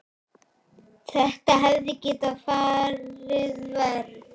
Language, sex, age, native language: Icelandic, female, 7, Icelandic